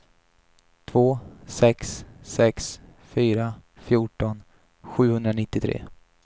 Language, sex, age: Swedish, male, 28